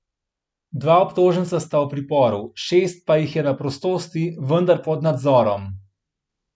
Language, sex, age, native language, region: Slovenian, male, 30-49, Slovenian, Central Slovenia